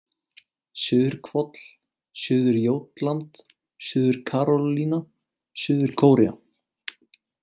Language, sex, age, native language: Icelandic, male, 18-19, Icelandic